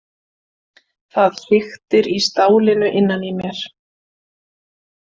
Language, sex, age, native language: Icelandic, female, 40-49, Icelandic